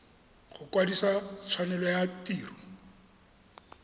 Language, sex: Tswana, male